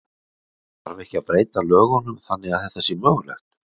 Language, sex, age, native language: Icelandic, male, 60-69, Icelandic